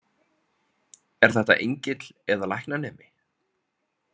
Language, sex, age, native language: Icelandic, male, 30-39, Icelandic